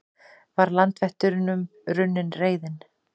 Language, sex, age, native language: Icelandic, female, 40-49, Icelandic